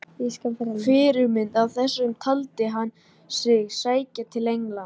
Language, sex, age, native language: Icelandic, male, 18-19, Icelandic